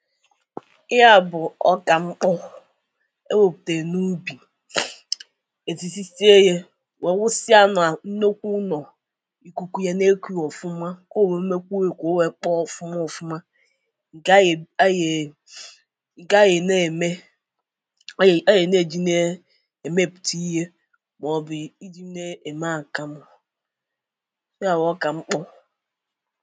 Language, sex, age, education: Igbo, female, 30-45, tertiary